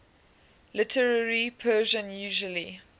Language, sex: English, female